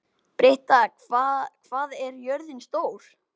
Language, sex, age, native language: Icelandic, male, 12, Icelandic